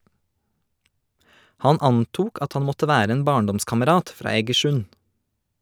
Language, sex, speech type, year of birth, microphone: Norwegian, male, read, 1988, Shure